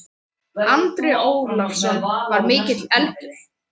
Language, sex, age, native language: Icelandic, male, 13, Icelandic